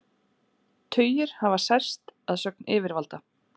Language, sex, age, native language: Icelandic, female, 40-49, Icelandic